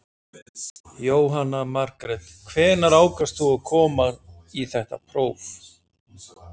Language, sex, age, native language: Icelandic, male, 40-49, Icelandic